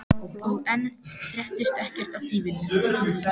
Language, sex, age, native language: Icelandic, female, 14, Icelandic